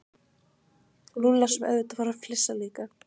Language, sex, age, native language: Icelandic, female, 15, Icelandic